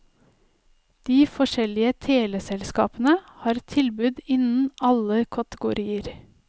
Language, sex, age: Norwegian, female, 30